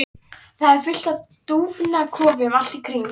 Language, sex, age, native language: Icelandic, female, 13, Icelandic